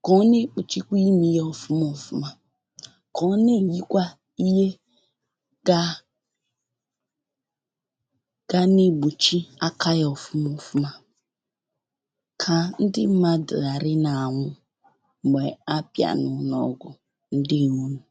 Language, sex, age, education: Igbo, female, 15-29, tertiary